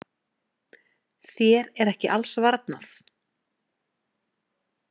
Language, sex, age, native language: Icelandic, female, 20-29, Icelandic